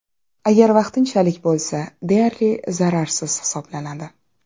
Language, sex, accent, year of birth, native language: Uzbek, female, Toshkent shahri, 1994, Uzbek